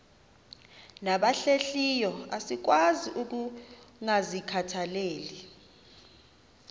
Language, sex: Xhosa, female